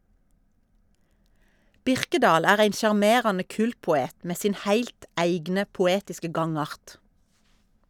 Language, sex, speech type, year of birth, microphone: Norwegian, female, read, 1972, Shure